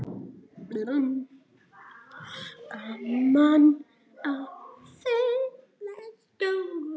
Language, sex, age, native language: Icelandic, male, 9, Icelandic